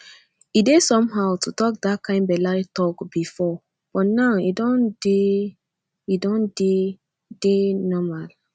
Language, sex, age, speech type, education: Nigerian Pidgin, female, 15-29, spontaneous, tertiary